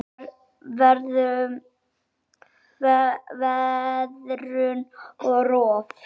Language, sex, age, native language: Icelandic, male, 8, Icelandic